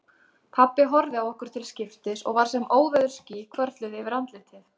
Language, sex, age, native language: Icelandic, female, 30-39, Icelandic